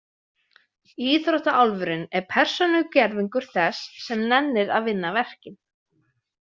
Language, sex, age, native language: Icelandic, female, 20-29, Icelandic